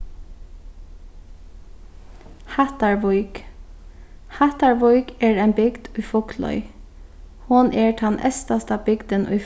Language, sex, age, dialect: Faroese, female, 15-35, Sandoy